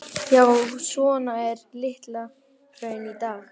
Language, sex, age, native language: Icelandic, male, 11, Icelandic